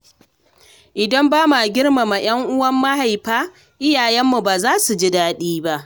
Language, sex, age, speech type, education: Hausa, female, 30-45, read, secondary